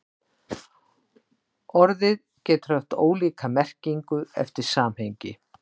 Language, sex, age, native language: Icelandic, female, 60-69, Icelandic